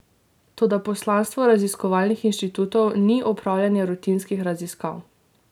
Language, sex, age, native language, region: Slovenian, female, 18-29, Slovenian, Drava region